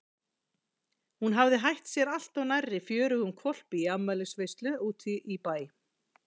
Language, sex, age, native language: Icelandic, female, 40-49, Icelandic